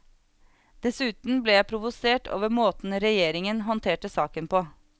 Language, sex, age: Norwegian, female, 36